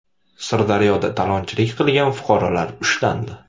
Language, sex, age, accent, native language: Uzbek, male, 18-24, Toshkent viloyati, Uzbek